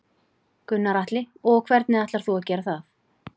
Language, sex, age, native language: Icelandic, female, 40-49, Icelandic